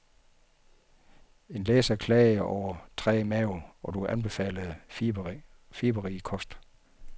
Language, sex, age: Danish, male, 51